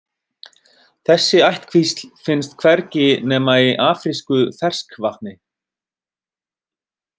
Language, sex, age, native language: Icelandic, male, 30-39, Icelandic